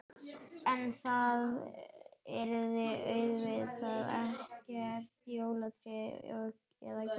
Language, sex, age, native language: Icelandic, male, 11, Icelandic